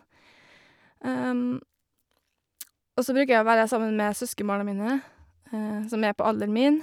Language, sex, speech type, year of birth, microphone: Norwegian, female, spontaneous, 1986, Shure